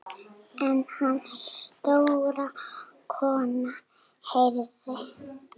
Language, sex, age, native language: Icelandic, female, 6, Icelandic